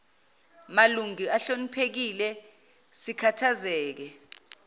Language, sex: Zulu, female